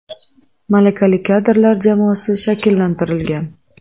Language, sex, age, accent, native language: Uzbek, female, 30-39, Qashqadaryo, Uzbek